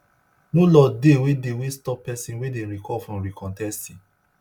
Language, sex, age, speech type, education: Nigerian Pidgin, male, 30-45, spontaneous, tertiary